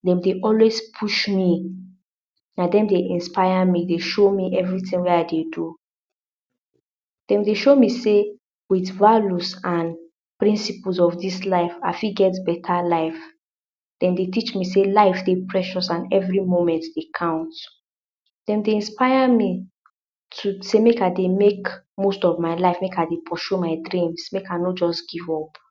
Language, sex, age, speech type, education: Nigerian Pidgin, female, 60+, spontaneous, tertiary